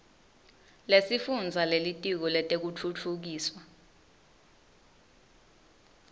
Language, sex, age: Swati, female, 19